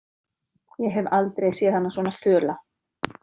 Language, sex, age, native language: Icelandic, female, 30-39, Icelandic